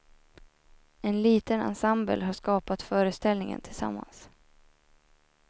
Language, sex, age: Swedish, female, 24